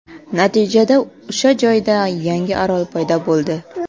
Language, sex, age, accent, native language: Uzbek, female, 18-24, Qoraqalpog'iston, Karakalpak